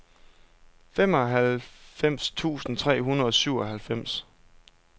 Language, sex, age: Danish, male, 32